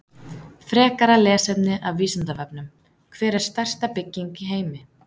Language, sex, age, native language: Icelandic, female, 30-39, Icelandic